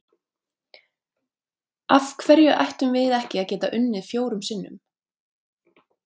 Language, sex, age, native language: Icelandic, female, 30-39, Icelandic